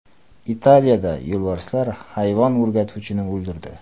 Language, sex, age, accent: Uzbek, male, 25-34, Qoraqalpog'iston